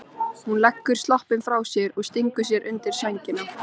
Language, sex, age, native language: Icelandic, female, 13, Icelandic